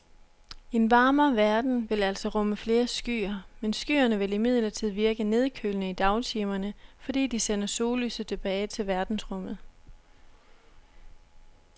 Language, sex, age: Danish, female, 26